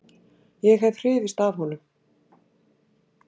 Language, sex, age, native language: Icelandic, female, 60-69, Icelandic